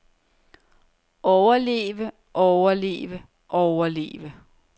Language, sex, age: Danish, female, 30